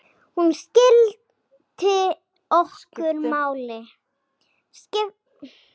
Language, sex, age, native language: Icelandic, female, 10, Icelandic